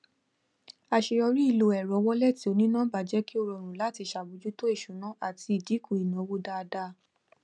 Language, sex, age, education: Yoruba, female, 15-29, tertiary